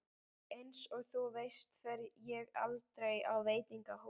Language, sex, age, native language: Icelandic, female, 11, Icelandic